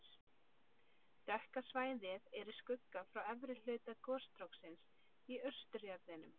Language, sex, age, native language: Icelandic, female, 30-39, Icelandic